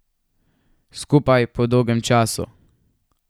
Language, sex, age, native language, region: Slovenian, male, 12-17, Slovenian, Savinja region